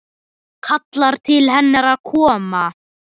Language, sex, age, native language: Icelandic, male, 9, Icelandic